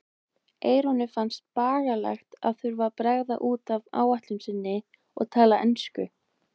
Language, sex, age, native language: Icelandic, female, 20-29, Icelandic